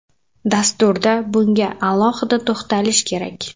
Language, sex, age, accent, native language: Uzbek, female, 18-24, Samarqand, Uzbek